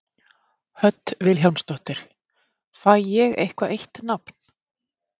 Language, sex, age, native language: Icelandic, female, 30-39, Icelandic